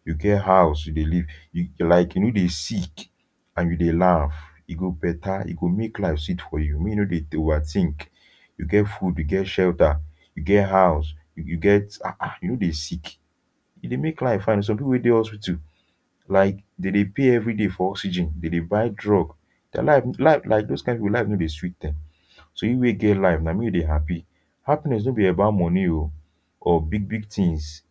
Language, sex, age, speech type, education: Nigerian Pidgin, male, 15-29, spontaneous, tertiary